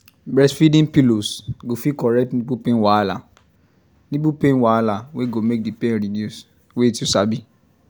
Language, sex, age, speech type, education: Nigerian Pidgin, male, 15-29, spontaneous, tertiary